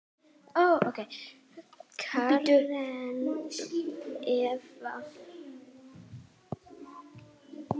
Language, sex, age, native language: Icelandic, female, 8, Icelandic